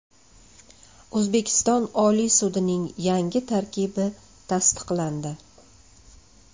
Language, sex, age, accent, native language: Uzbek, female, 35+, Andijon, Uzbek